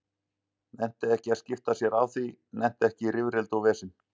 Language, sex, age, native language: Icelandic, male, 40-49, Icelandic